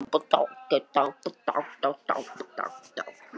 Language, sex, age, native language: Icelandic, other, 60-69, Icelandic